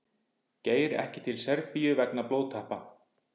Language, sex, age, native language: Icelandic, male, 50-59, Icelandic